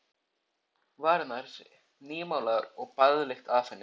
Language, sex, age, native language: Icelandic, male, 14, Icelandic